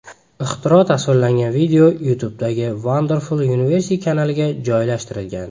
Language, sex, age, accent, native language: Uzbek, male, 19-29, Farg'ona, Uzbek